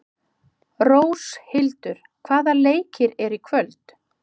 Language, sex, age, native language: Icelandic, female, 50-59, Icelandic